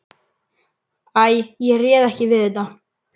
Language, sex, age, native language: Icelandic, male, 11, Icelandic